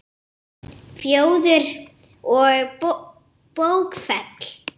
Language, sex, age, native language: Icelandic, female, 7, Icelandic